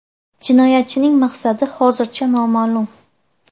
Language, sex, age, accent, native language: Uzbek, female, 18-24, Andijon, Uzbek